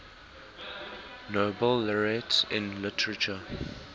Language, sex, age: English, male, 19